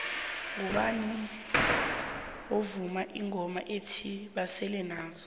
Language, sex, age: South Ndebele, female, 22